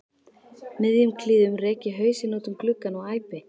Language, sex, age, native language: Icelandic, female, 13, Icelandic